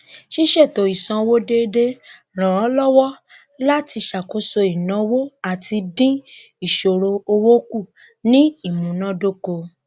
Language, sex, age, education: Yoruba, female, 30-45, tertiary